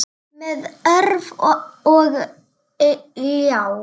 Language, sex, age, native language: Icelandic, female, 9, Icelandic